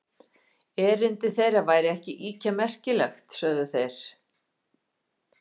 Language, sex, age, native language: Icelandic, female, 50-59, Icelandic